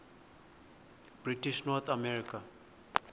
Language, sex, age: Xhosa, male, 20